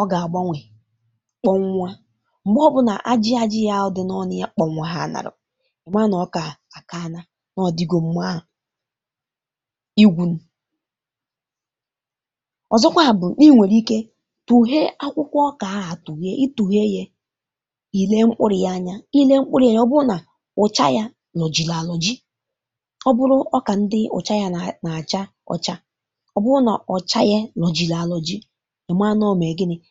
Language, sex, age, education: Igbo, female, 15-29, tertiary